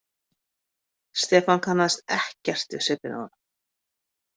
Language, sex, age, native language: Icelandic, female, 50-59, Icelandic